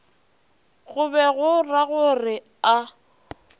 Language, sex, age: Northern Sotho, female, 20